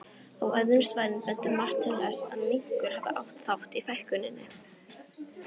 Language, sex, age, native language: Icelandic, female, 18-19, Icelandic